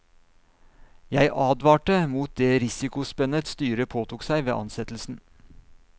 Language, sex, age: Norwegian, male, 39